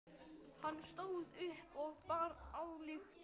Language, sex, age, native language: Icelandic, male, 12, Icelandic